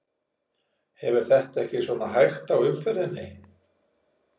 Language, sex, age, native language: Icelandic, male, 40-49, Icelandic